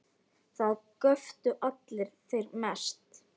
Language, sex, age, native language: Icelandic, male, 10, Icelandic